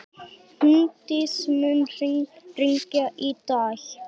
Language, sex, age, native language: Icelandic, male, 11, Icelandic